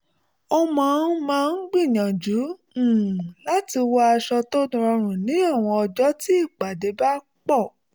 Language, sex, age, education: Yoruba, female, 30-45, tertiary